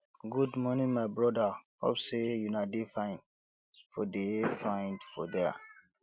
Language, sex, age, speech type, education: Nigerian Pidgin, male, 15-29, spontaneous, tertiary